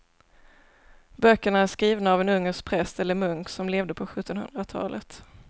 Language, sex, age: Swedish, female, 27